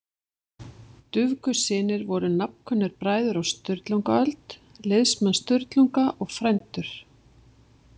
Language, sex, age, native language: Icelandic, female, 50-59, Icelandic